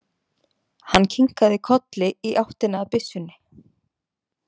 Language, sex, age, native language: Icelandic, female, 20-29, Icelandic